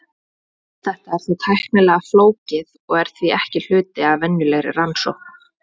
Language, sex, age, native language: Icelandic, female, 20-29, Icelandic